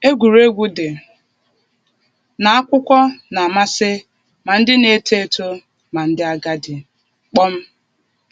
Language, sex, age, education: Igbo, female, 15-29, tertiary